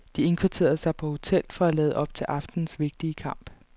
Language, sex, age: Danish, female, 29